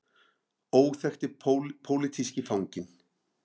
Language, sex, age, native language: Icelandic, male, 50-59, Icelandic